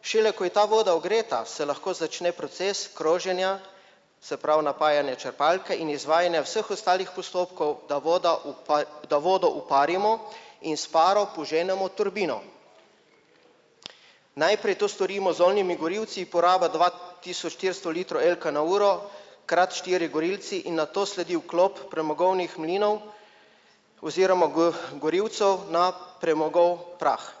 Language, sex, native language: Slovenian, male, Slovenian